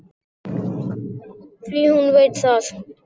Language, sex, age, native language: Icelandic, male, 6, Icelandic